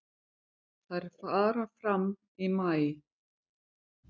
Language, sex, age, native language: Icelandic, female, 50-59, Icelandic